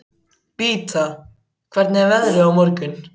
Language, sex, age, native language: Icelandic, male, 14, Icelandic